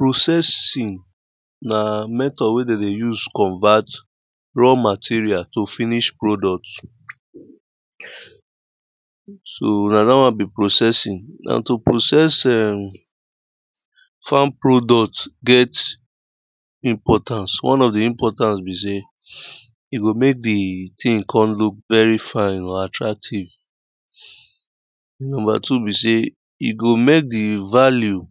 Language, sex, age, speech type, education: Nigerian Pidgin, male, 30-45, spontaneous, primary